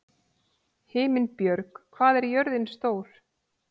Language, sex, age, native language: Icelandic, female, 40-49, Icelandic